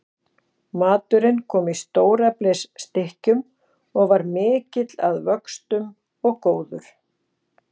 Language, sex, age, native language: Icelandic, female, 40-49, Icelandic